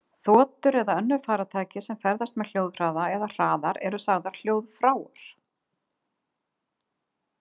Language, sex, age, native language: Icelandic, female, 50-59, Icelandic